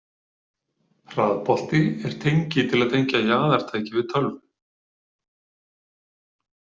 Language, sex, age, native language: Icelandic, male, 40-49, Icelandic